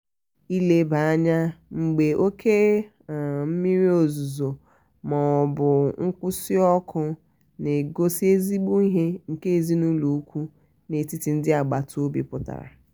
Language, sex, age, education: Igbo, female, 30-45, tertiary